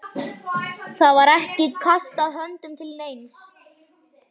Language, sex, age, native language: Icelandic, male, 11, Icelandic